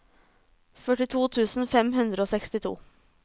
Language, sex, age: Norwegian, female, 26